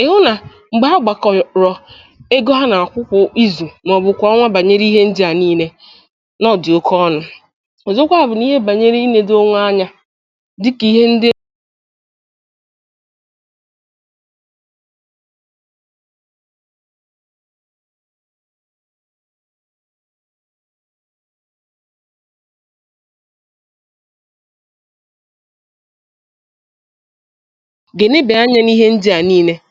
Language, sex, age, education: Igbo, female, 15-29, tertiary